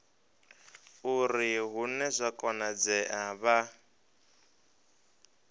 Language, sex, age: Venda, male, 23